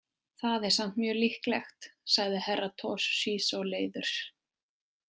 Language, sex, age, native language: Icelandic, female, 20-29, Icelandic